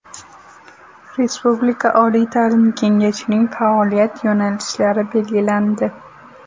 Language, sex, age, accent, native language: Uzbek, female, 18-24, Toshkent viloyati, Uzbek